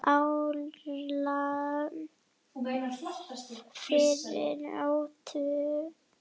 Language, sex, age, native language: Icelandic, female, 8, Icelandic